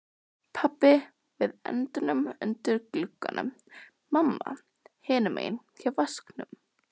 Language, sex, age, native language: Icelandic, other, 12, Icelandic